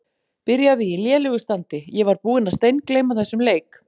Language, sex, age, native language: Icelandic, female, 40-49, Icelandic